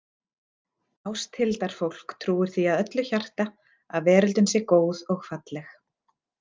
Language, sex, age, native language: Icelandic, female, 40-49, Icelandic